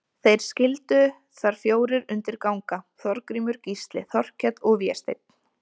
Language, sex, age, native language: Icelandic, female, 20-29, Icelandic